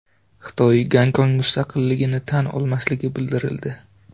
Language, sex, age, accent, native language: Uzbek, male, 25-34, Navoiy, Uzbek